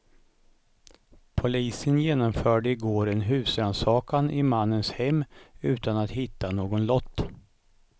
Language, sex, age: Swedish, male, 55